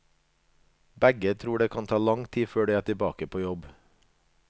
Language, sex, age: Norwegian, male, 37